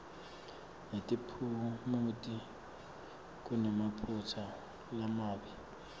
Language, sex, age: Swati, male, 24